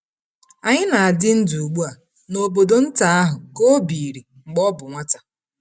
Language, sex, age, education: Igbo, female, 30-45, tertiary